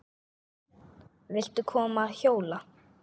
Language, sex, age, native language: Icelandic, male, 8, Icelandic